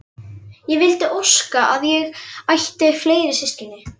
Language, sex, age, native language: Icelandic, female, 11, Icelandic